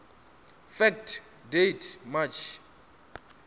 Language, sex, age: Venda, male, 27